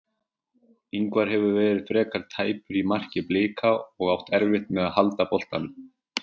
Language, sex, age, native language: Icelandic, male, 40-49, Icelandic